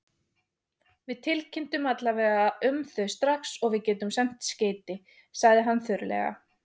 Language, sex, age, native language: Icelandic, female, 20-29, Icelandic